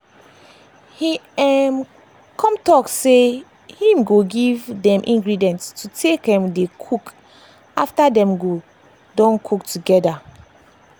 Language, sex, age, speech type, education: Nigerian Pidgin, female, 15-29, spontaneous, tertiary